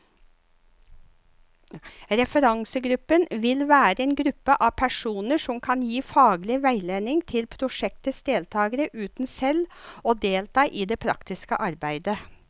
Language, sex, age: Norwegian, female, 54